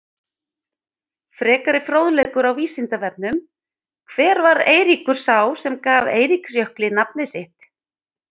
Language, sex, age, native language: Icelandic, female, 50-59, Icelandic